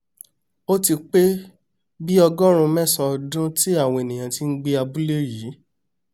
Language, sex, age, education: Yoruba, male, 30-45, tertiary